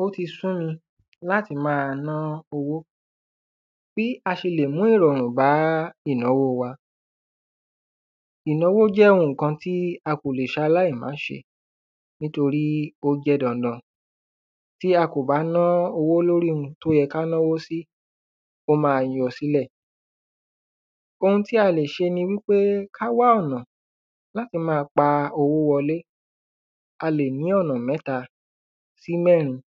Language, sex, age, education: Yoruba, male, 15-29, tertiary